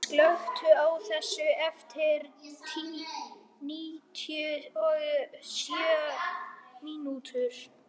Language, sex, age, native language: Icelandic, male, 12, Icelandic